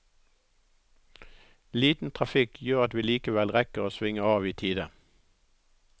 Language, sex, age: Norwegian, male, 63